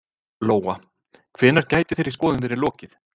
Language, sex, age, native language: Icelandic, male, 50-59, Icelandic